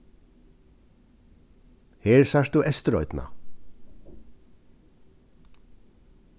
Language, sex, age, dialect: Faroese, male, 36-60, Suðurstreymoy